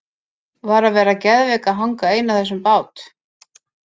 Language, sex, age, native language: Icelandic, female, 50-59, Icelandic